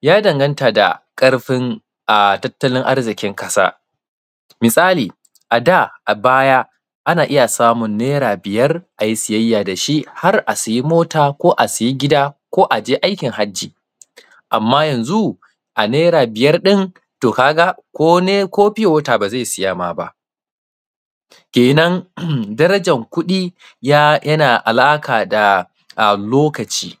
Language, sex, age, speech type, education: Hausa, male, 15-29, spontaneous, primary